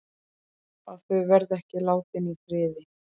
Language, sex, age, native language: Icelandic, female, 30-39, Icelandic